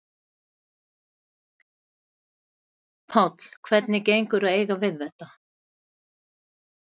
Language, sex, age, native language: Icelandic, female, 70-79, Icelandic